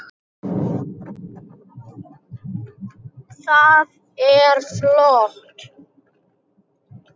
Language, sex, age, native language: Icelandic, male, 6, Icelandic